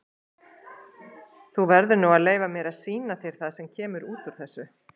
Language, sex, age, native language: Icelandic, female, 30-39, Icelandic